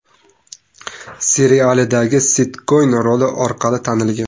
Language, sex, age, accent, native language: Uzbek, male, 18-24, Navoiy, Uzbek